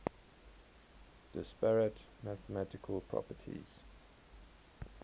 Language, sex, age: English, male, 21